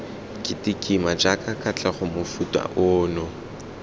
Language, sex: Tswana, male